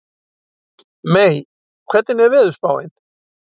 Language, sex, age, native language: Icelandic, male, 60-69, Icelandic